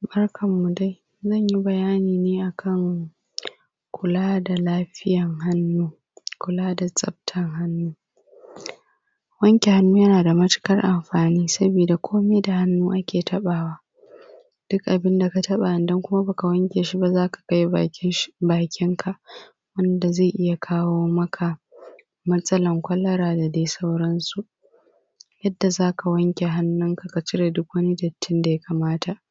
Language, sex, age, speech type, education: Hausa, female, 15-29, spontaneous, primary